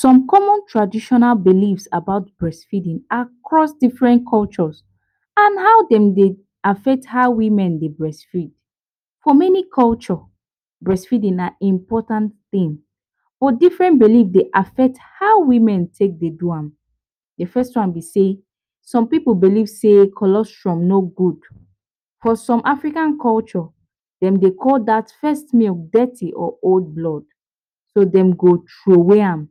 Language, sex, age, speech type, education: Nigerian Pidgin, female, 15-29, spontaneous, tertiary